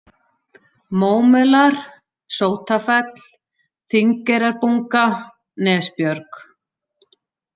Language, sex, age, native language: Icelandic, female, 40-49, Icelandic